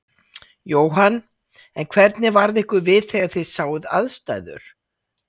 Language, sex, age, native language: Icelandic, female, 60-69, Icelandic